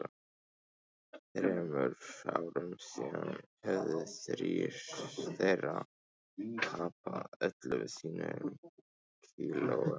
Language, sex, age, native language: Icelandic, male, 15, Icelandic